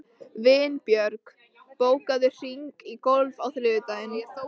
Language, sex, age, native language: Icelandic, female, 18-19, Icelandic